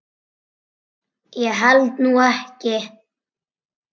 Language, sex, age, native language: Icelandic, male, 9, Icelandic